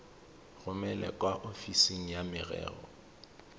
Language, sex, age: Tswana, male, 31